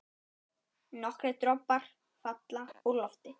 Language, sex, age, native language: Icelandic, male, 9, Icelandic